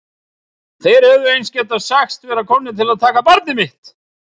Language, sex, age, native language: Icelandic, male, 30-39, Icelandic